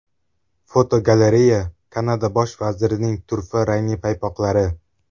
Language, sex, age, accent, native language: Uzbek, male, 18-24, Toshkent shahri, Uzbek